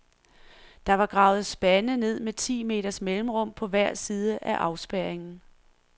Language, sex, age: Danish, female, 46